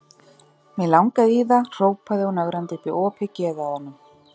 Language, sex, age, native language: Icelandic, female, 30-39, Icelandic